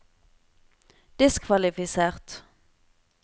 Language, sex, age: Norwegian, female, 25